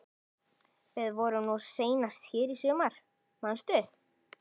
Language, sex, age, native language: Icelandic, female, 11, Icelandic